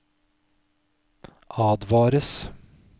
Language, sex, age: Norwegian, male, 46